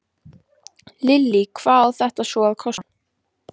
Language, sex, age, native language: Icelandic, female, 14, Icelandic